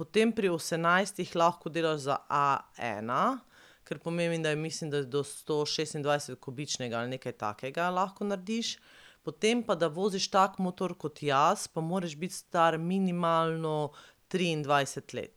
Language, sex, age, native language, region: Slovenian, female, 30-49, Slovenian, Pomurje region